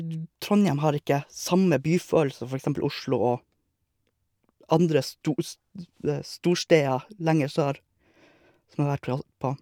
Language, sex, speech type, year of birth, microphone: Norwegian, male, spontaneous, 1982, Shure